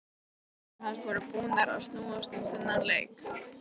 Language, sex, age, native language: Icelandic, female, 12, Icelandic